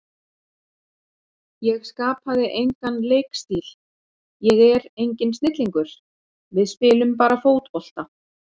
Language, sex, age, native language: Icelandic, female, 40-49, Icelandic